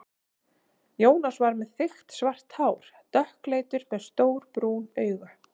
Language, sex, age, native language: Icelandic, female, 30-39, Icelandic